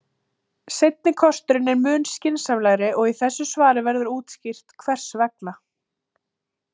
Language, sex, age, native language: Icelandic, female, 30-39, Icelandic